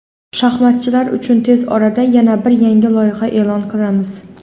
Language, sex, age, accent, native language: Uzbek, female, 19-29, Xorazm, Uzbek